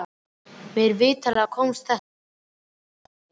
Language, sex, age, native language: Icelandic, male, 12, Icelandic